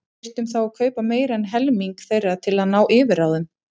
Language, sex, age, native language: Icelandic, female, 30-39, Icelandic